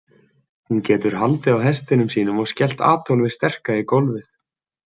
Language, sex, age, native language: Icelandic, male, 20-29, Icelandic